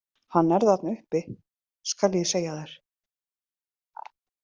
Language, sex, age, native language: Icelandic, female, 30-39, Icelandic